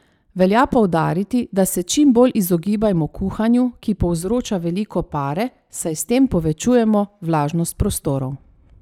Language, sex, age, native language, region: Slovenian, female, 30-49, Slovenian, Savinja region